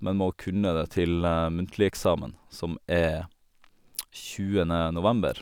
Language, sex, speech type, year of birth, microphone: Norwegian, male, spontaneous, 1987, Sennheiser